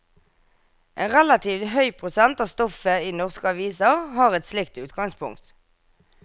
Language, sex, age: Norwegian, female, 24